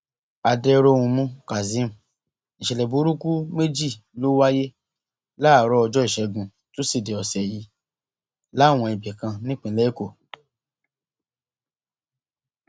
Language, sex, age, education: Yoruba, male, 30-45, tertiary